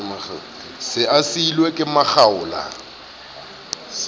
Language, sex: Southern Sotho, male